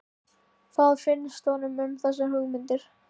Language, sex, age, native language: Icelandic, male, 13, Icelandic